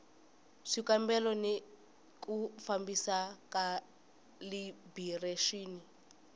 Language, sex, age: Tsonga, female, 20